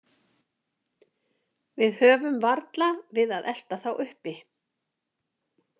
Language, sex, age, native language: Icelandic, female, 50-59, Icelandic